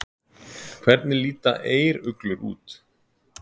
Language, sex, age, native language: Icelandic, male, 30-39, Icelandic